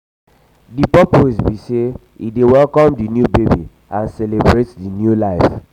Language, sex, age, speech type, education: Nigerian Pidgin, male, 15-29, spontaneous, tertiary